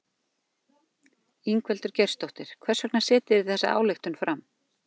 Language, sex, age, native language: Icelandic, female, 40-49, Icelandic